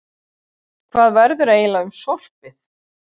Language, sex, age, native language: Icelandic, female, 40-49, Icelandic